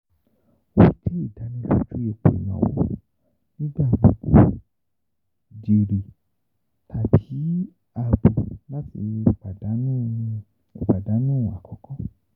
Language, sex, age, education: Yoruba, male, 15-29, tertiary